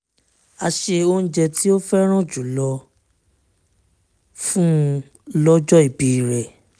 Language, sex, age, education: Yoruba, male, 15-29, tertiary